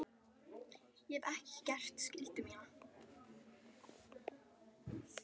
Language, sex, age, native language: Icelandic, female, 12, Icelandic